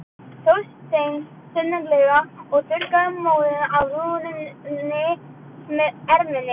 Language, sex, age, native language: Icelandic, female, 12, Icelandic